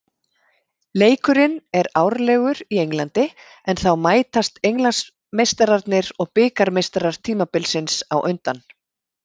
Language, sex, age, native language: Icelandic, female, 50-59, Icelandic